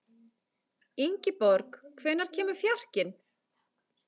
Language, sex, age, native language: Icelandic, female, 40-49, Icelandic